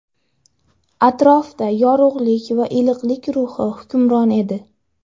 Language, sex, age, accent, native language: Uzbek, female, under 19, Andijon, Uzbek